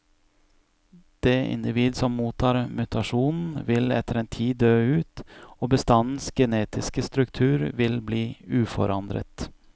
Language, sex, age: Norwegian, male, 41